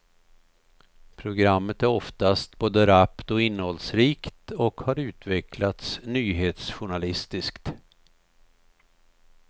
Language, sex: Swedish, male